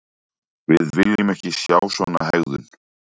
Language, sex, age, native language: Icelandic, male, 40-49, Icelandic